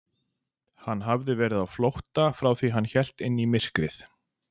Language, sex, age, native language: Icelandic, male, 40-49, Icelandic